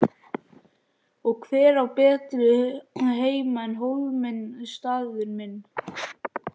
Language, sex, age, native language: Icelandic, other, 11, Icelandic